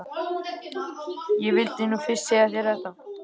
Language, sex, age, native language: Icelandic, male, 13, Icelandic